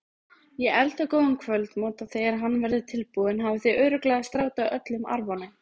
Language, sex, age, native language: Icelandic, female, 20-29, Icelandic